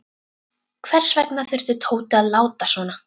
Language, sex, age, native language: Icelandic, female, 12, Icelandic